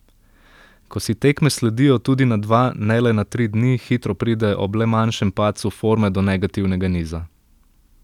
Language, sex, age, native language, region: Slovenian, male, 18-29, Slovenian, Central Slovenia